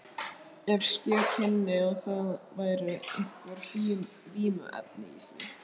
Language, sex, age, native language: Icelandic, male, 12, Icelandic